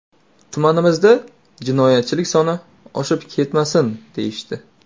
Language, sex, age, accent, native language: Uzbek, male, 18-24, Navoiy, Uzbek